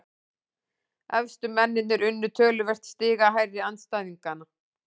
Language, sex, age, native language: Icelandic, female, 18-19, Icelandic